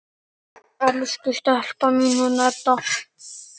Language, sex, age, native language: Icelandic, male, 9, Icelandic